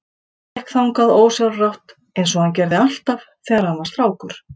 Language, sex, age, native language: Icelandic, female, 50-59, Icelandic